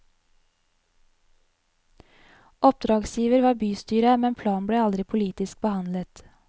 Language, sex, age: Norwegian, female, 20